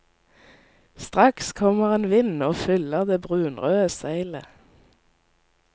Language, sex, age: Norwegian, female, 19